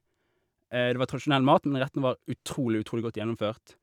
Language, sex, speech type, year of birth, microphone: Norwegian, male, spontaneous, 1988, Shure